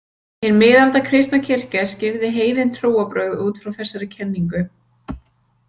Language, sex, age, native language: Icelandic, female, 20-29, Icelandic